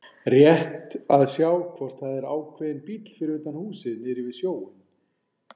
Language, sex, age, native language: Icelandic, male, 40-49, Icelandic